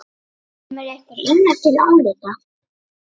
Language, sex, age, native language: Icelandic, female, 9, Icelandic